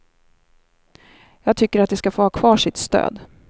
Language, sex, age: Swedish, female, 27